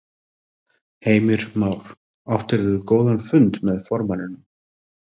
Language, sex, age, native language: Icelandic, male, 30-39, Icelandic